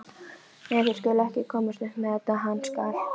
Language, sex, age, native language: Icelandic, female, 11, Icelandic